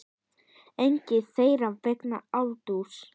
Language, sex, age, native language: Icelandic, female, 10, Icelandic